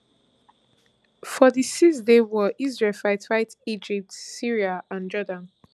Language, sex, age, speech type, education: Nigerian Pidgin, female, 15-29, spontaneous, tertiary